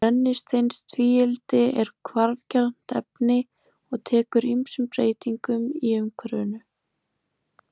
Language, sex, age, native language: Icelandic, female, 20-29, Icelandic